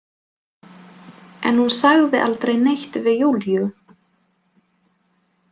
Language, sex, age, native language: Icelandic, female, 20-29, Polish